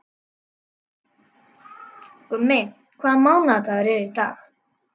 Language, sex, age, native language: Icelandic, other, 12, Icelandic